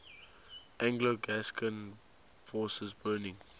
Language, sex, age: English, male, 19